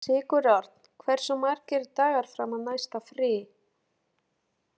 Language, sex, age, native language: Icelandic, female, 30-39, Polish